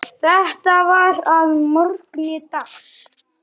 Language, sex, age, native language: Icelandic, male, 10, Icelandic